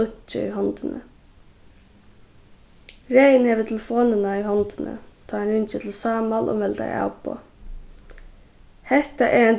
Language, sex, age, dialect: Faroese, female, 15-35, Suðurstreymoy